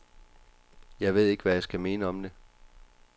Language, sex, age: Danish, male, 29